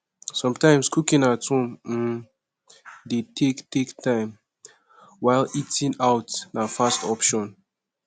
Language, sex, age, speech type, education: Nigerian Pidgin, male, 15-29, spontaneous, secondary